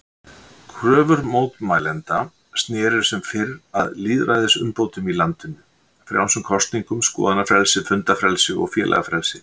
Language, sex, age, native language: Icelandic, male, 60-69, Icelandic